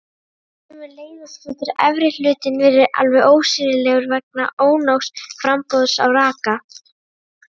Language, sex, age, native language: Icelandic, female, 30-39, Icelandic